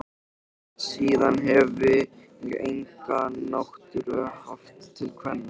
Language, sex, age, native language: Icelandic, male, 13, Icelandic